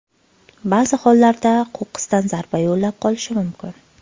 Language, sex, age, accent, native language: Uzbek, female, 25-34, Qashqadaryo, Uzbek